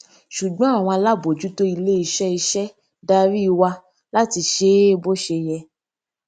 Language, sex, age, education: Yoruba, female, 15-29, tertiary